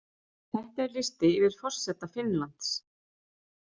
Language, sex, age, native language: Icelandic, female, 30-39, Icelandic